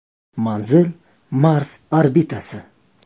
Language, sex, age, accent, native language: Uzbek, male, 18-24, Surxondaryo, Uzbek